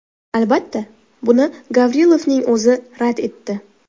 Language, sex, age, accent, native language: Uzbek, female, 12-17, Toshkent shahri, Uzbek